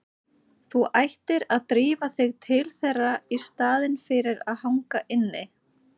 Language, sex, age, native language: Icelandic, female, 30-39, Icelandic